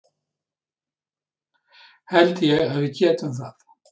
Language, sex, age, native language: Icelandic, male, 60-69, Icelandic